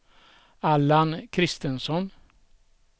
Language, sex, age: Swedish, male, 67